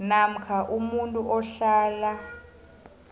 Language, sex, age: South Ndebele, female, 25